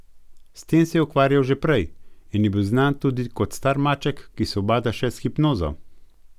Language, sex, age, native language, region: Slovenian, male, 50-59, Slovenian, Gorenjska region